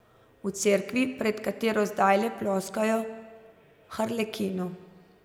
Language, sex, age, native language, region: Slovenian, female, 30-49, Slovenian, Zasavska region